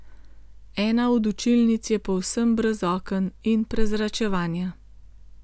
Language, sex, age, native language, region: Slovenian, female, 50-59, Slovenian, Gorenjska region